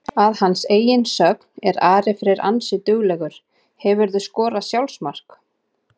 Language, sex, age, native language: Icelandic, female, 30-39, Icelandic